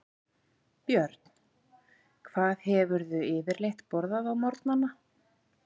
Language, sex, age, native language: Icelandic, female, 40-49, Icelandic